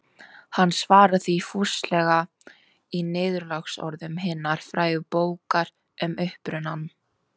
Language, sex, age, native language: Icelandic, female, 18-19, Icelandic